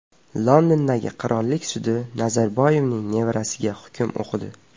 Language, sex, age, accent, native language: Uzbek, male, 12-17, Farg'ona, Uzbek